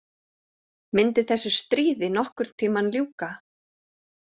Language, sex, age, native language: Icelandic, female, 40-49, Icelandic